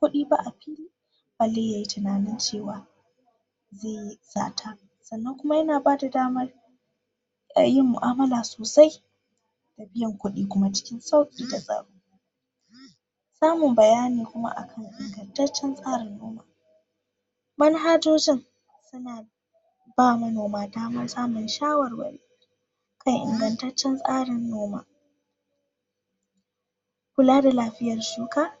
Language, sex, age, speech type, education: Hausa, female, 46-60, spontaneous, tertiary